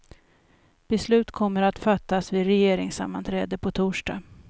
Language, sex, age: Swedish, female, 56